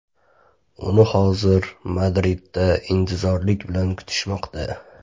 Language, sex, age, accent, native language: Uzbek, male, 25-34, Namangan, Uzbek